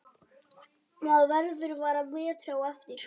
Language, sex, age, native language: Icelandic, male, 12, Icelandic